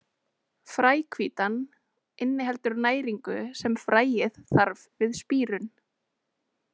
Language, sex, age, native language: Icelandic, female, 20-29, Icelandic